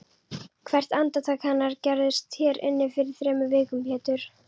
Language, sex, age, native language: Icelandic, female, 11, Icelandic